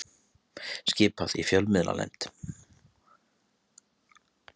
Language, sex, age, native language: Icelandic, male, 30-39, Icelandic